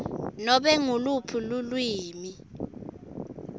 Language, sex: Swati, female